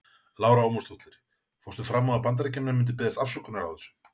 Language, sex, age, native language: Icelandic, male, 40-49, Icelandic